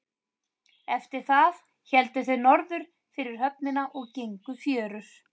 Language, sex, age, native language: Icelandic, female, 30-39, Icelandic